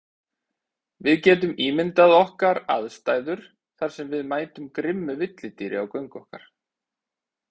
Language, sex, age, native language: Icelandic, male, 30-39, Icelandic